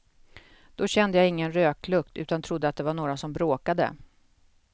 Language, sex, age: Swedish, female, 48